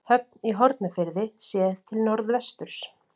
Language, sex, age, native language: Icelandic, female, 40-49, Icelandic